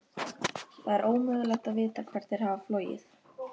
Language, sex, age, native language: Icelandic, female, 13, Icelandic